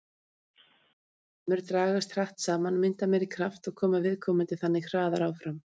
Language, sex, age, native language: Icelandic, female, 30-39, Icelandic